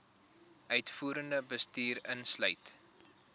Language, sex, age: Afrikaans, male, 21